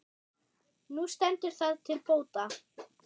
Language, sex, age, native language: Icelandic, male, 6, German